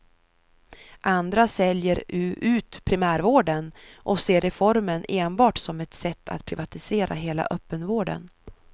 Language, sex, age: Swedish, female, 33